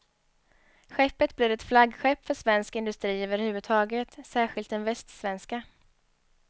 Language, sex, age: Swedish, female, 23